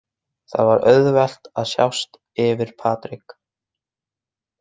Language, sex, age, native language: Icelandic, male, 20-29, Icelandic